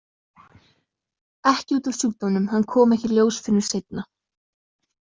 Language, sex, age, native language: Icelandic, female, 20-29, Icelandic